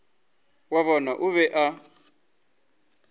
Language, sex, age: Northern Sotho, male, 20